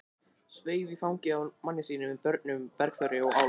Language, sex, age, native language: Icelandic, male, 20-29, Icelandic